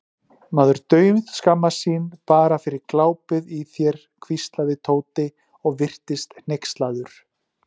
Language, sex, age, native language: Icelandic, male, 40-49, Icelandic